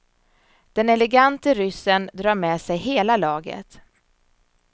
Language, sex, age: Swedish, female, 34